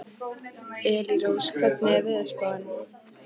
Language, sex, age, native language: Icelandic, female, 15, Icelandic